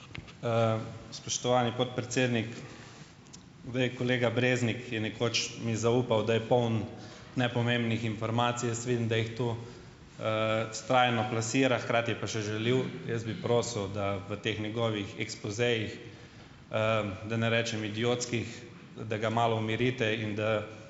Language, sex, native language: Slovenian, male, Slovenian